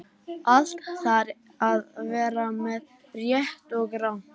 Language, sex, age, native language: Icelandic, other, 18-19, Icelandic